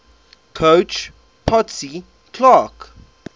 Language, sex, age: English, male, 23